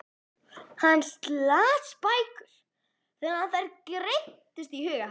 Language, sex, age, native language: Icelandic, female, 11, Icelandic